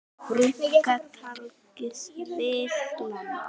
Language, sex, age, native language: Icelandic, female, 9, Icelandic